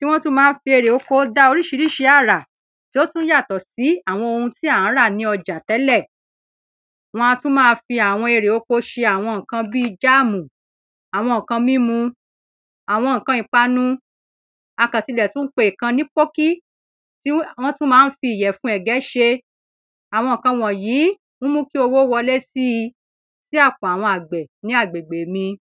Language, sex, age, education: Yoruba, female, 30-45, secondary